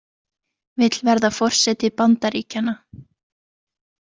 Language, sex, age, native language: Icelandic, female, 20-29, Icelandic